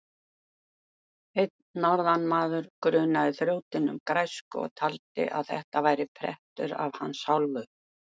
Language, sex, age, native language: Icelandic, female, 70-79, Icelandic